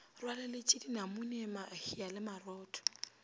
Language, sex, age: Northern Sotho, female, 25